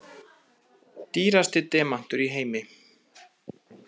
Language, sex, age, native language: Icelandic, male, 30-39, Icelandic